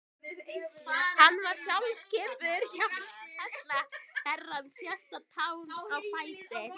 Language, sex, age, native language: Icelandic, female, 12, Icelandic